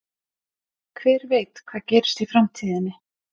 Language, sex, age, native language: Icelandic, female, 50-59, Icelandic